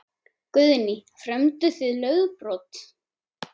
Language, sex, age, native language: Icelandic, male, 10, Icelandic